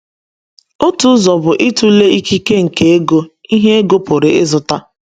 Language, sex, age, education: Igbo, female, 30-45, secondary